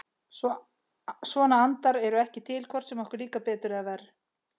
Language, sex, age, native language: Icelandic, female, 30-39, Icelandic